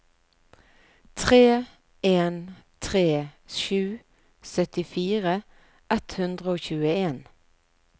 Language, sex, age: Norwegian, female, 41